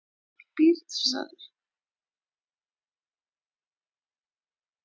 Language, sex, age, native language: Icelandic, female, 30-39, Icelandic